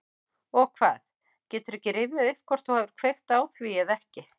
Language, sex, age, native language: Icelandic, female, 50-59, Icelandic